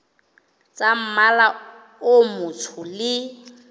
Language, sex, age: Southern Sotho, female, 29